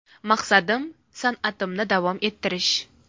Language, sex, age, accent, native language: Uzbek, female, 19-29, Farg'ona, Uzbek